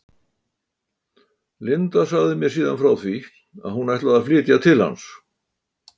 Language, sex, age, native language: Icelandic, male, 80-89, Icelandic